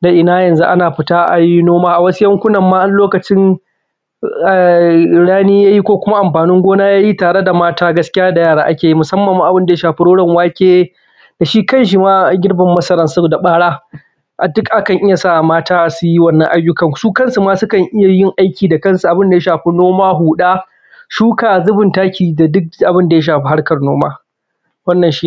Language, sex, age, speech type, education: Hausa, male, 15-29, spontaneous, primary